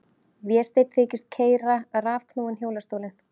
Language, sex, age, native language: Icelandic, female, 30-39, Icelandic